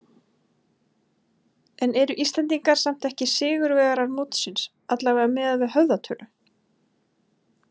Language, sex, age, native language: Icelandic, female, 20-29, Icelandic